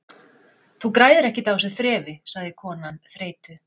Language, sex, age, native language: Icelandic, female, 40-49, Icelandic